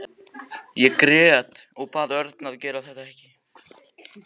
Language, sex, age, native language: Icelandic, male, 14, Icelandic